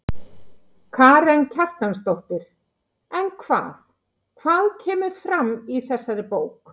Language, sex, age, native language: Icelandic, female, 50-59, Icelandic